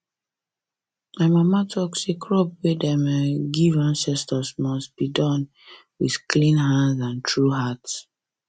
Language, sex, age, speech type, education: Nigerian Pidgin, female, 15-29, spontaneous, secondary